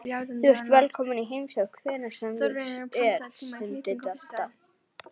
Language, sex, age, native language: Icelandic, female, 11, Icelandic